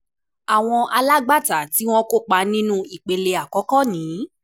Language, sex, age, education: Yoruba, female, 15-29, tertiary